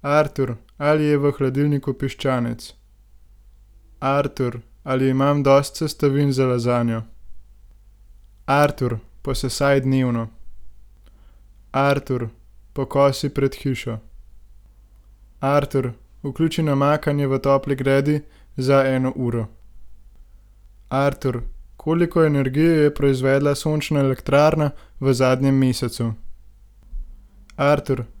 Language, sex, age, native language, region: Slovenian, male, 18-29, Slovenian, Gorenjska region